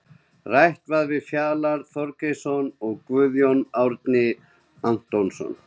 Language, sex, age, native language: Icelandic, male, 20-29, Icelandic